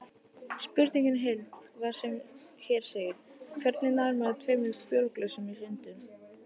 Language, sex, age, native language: Icelandic, male, 18-19, Icelandic